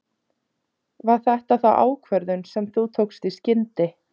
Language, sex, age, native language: Icelandic, female, 30-39, Icelandic